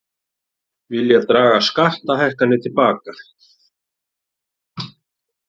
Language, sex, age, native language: Icelandic, male, 40-49, Icelandic